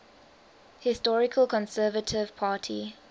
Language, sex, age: English, female, 19